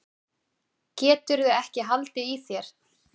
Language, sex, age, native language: Icelandic, male, 9, Icelandic